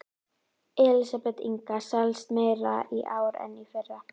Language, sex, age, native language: Icelandic, female, 11, Icelandic